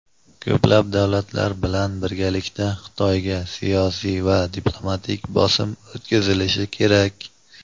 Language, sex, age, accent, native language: Uzbek, male, 25-34, Andijon, Uzbek